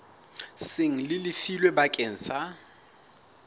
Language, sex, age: Southern Sotho, male, 19